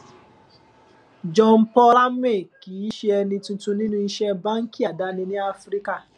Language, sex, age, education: Yoruba, male, 15-29, tertiary